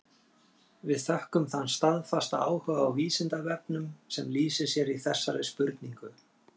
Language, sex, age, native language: Icelandic, male, 40-49, Icelandic